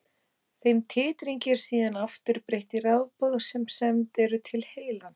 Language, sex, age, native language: Icelandic, female, 18-19, Icelandic